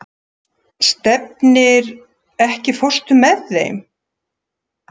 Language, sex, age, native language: Icelandic, female, 60-69, Icelandic